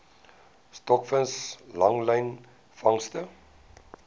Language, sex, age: Afrikaans, male, 19